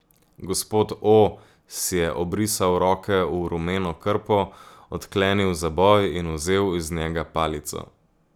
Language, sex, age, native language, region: Slovenian, male, 18-29, Slovenian, Gorica region